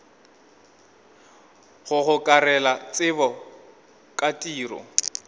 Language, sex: Northern Sotho, male